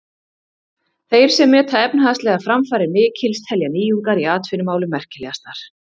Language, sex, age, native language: Icelandic, female, 30-39, Icelandic